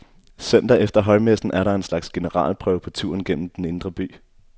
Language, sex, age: Danish, male, 24